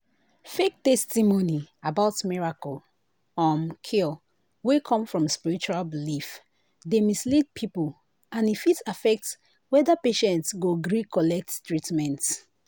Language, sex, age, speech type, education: Nigerian Pidgin, female, 15-29, spontaneous, tertiary